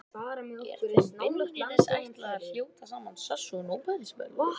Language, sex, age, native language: Icelandic, female, 18-19, Icelandic